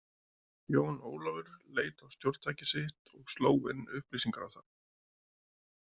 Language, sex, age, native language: Icelandic, male, 20-29, Icelandic